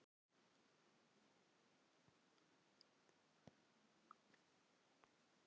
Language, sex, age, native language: Icelandic, female, 40-49, Filipino